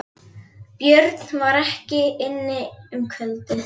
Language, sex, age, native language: Icelandic, female, 11, Icelandic